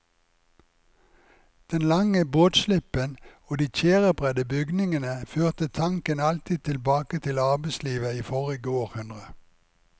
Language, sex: Norwegian, male